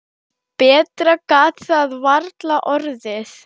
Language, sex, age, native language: Icelandic, female, 10, Icelandic